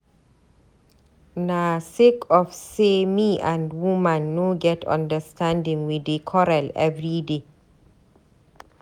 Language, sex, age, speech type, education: Nigerian Pidgin, female, 30-45, read, tertiary